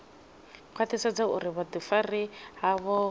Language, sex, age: Venda, female, 26